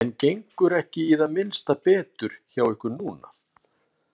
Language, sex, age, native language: Icelandic, male, 40-49, Icelandic